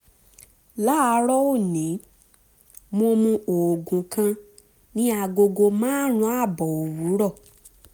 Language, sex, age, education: Yoruba, female, 15-29, tertiary